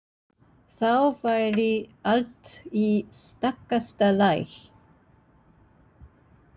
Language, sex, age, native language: Icelandic, female, 60-69, Japanese